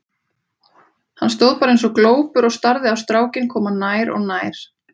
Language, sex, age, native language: Icelandic, female, 30-39, Icelandic